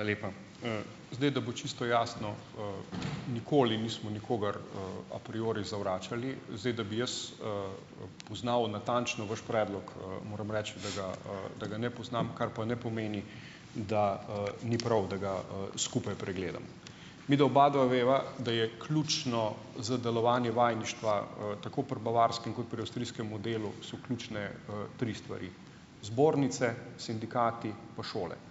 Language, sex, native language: Slovenian, male, Slovenian